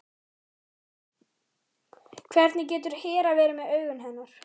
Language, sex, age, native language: Icelandic, female, 13, Icelandic